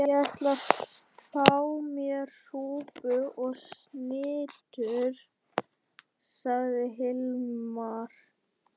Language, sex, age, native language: Icelandic, male, 11, Icelandic